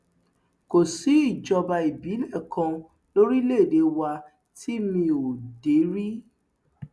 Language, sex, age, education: Yoruba, female, 30-45, tertiary